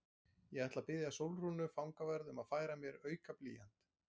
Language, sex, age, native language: Icelandic, male, 40-49, Icelandic